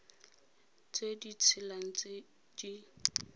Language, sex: Tswana, female